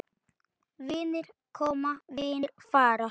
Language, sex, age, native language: Icelandic, male, 9, Icelandic